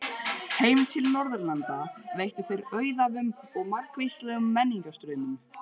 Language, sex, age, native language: Icelandic, male, 12, Icelandic